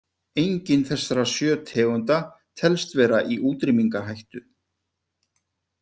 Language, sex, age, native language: Icelandic, male, 50-59, Icelandic